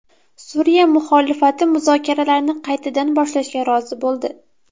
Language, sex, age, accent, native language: Uzbek, female, 12-17, Toshkent viloyati, Uzbek